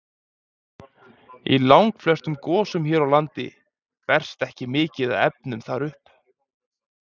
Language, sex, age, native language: Icelandic, male, 20-29, Icelandic